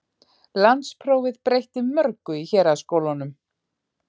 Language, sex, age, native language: Icelandic, female, 40-49, Icelandic